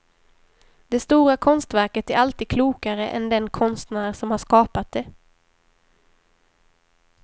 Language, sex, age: Swedish, female, 23